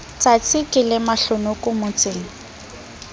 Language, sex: Southern Sotho, female